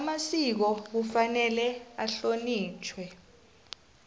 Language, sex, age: South Ndebele, female, 25